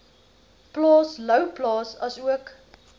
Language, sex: Afrikaans, female